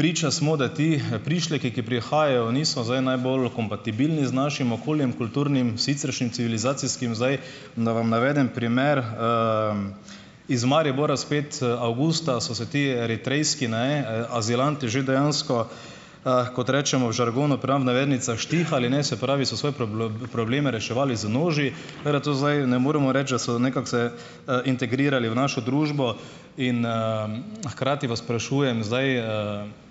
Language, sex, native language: Slovenian, male, Slovenian